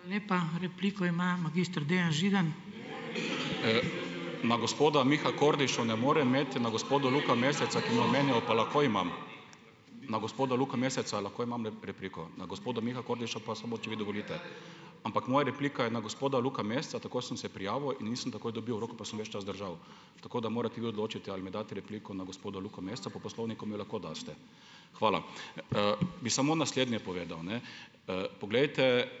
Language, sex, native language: Slovenian, male, Slovenian